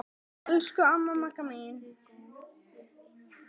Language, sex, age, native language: Icelandic, male, 9, Icelandic